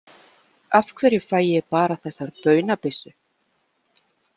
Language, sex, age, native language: Icelandic, female, 40-49, Icelandic